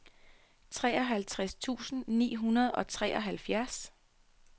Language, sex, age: Danish, female, 33